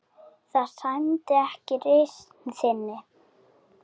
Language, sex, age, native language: Icelandic, female, 7, Icelandic